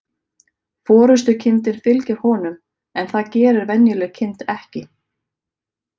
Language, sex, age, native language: Icelandic, female, 30-39, Icelandic